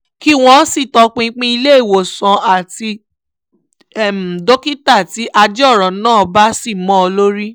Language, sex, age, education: Yoruba, female, 15-29, tertiary